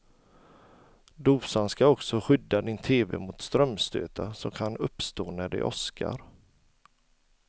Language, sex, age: Swedish, male, 40